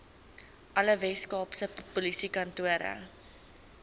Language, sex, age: Afrikaans, female, 19